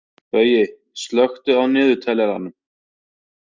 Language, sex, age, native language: Icelandic, male, 30-39, Icelandic